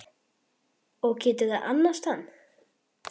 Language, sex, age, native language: Icelandic, female, 10, Icelandic